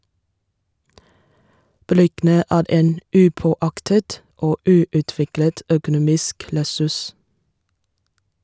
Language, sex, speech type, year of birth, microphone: Norwegian, female, read, 1987, Shure